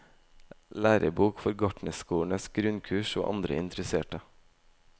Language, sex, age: Norwegian, male, 18